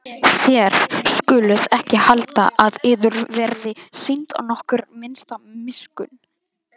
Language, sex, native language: Icelandic, female, Icelandic